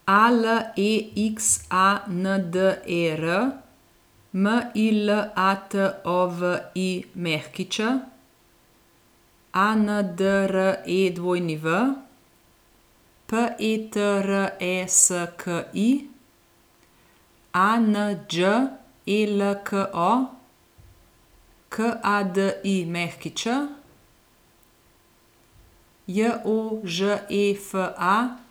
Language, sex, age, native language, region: Slovenian, female, 30-49, Slovenian, Gorenjska region